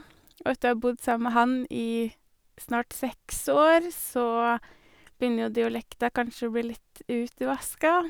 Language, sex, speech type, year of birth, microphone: Norwegian, female, spontaneous, 1983, Sennheiser